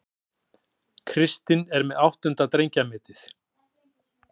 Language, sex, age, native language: Icelandic, male, 40-49, Icelandic